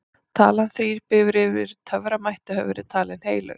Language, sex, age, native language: Icelandic, female, 40-49, Icelandic